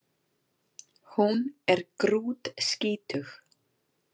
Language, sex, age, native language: Icelandic, female, 30-39, Icelandic